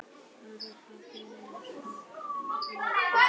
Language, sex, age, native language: Icelandic, male, 18-19, Icelandic